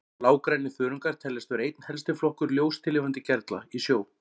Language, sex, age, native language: Icelandic, male, 40-49, Icelandic